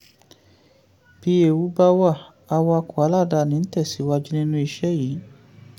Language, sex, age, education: Yoruba, male, 15-29, tertiary